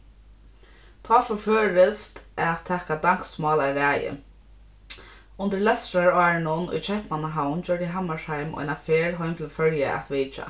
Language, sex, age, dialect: Faroese, female, 15-35, Norðurstreymoy/Eysturoy